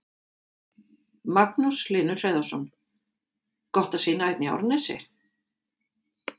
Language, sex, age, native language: Icelandic, female, 50-59, Icelandic